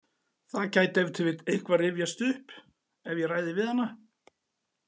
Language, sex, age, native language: Icelandic, male, 40-49, Icelandic